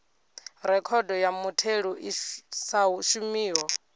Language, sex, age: Venda, female, 22